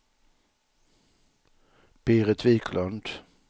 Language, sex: Swedish, male